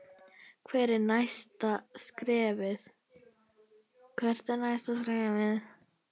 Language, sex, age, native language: Icelandic, female, 10, Icelandic